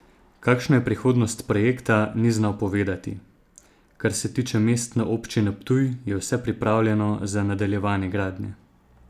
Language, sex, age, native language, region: Slovenian, male, 30-49, Slovenian, Zasavska region